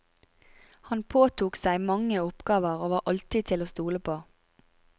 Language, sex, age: Norwegian, female, 25